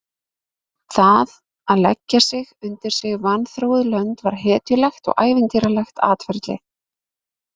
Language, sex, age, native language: Icelandic, female, 20-29, Icelandic